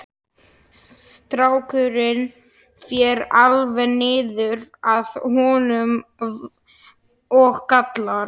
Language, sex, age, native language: Icelandic, male, 11, Slovak